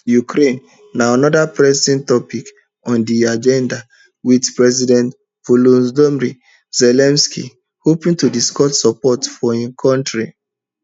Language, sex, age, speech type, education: Nigerian Pidgin, male, 30-45, spontaneous, tertiary